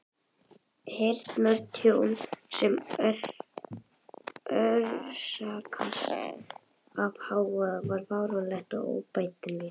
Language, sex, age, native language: Icelandic, female, 11, Icelandic